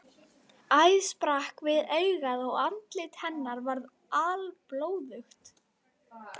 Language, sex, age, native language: Icelandic, female, 12, Icelandic